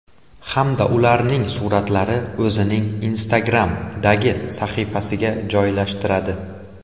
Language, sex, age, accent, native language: Uzbek, male, 18-24, Andijon, Uzbek